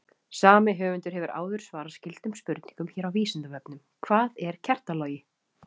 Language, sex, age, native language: Icelandic, female, 30-39, Icelandic